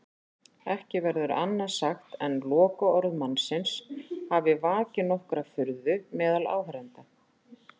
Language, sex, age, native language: Icelandic, female, 40-49, Icelandic